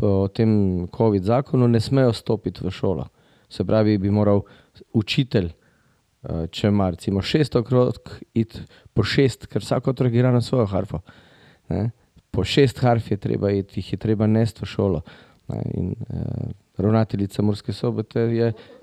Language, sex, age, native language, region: Slovenian, male, 50-59, Slovenian, Drava region